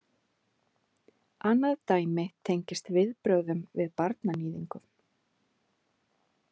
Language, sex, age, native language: Icelandic, female, 30-39, Icelandic